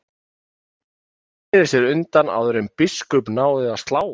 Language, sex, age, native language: Icelandic, male, 30-39, Icelandic